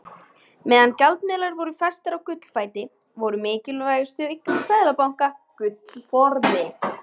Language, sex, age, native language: Icelandic, male, 50-59, Icelandic